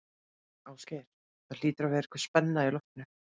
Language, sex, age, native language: Icelandic, female, 30-39, Icelandic